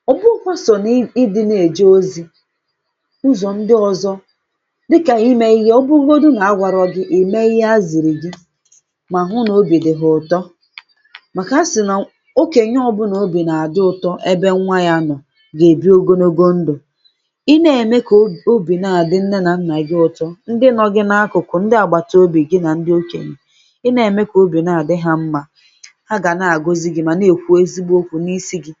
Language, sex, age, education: Igbo, female, 15-29, secondary